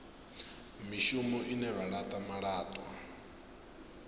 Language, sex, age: Venda, male, 22